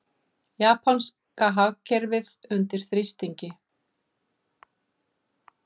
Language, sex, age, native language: Icelandic, female, 50-59, Icelandic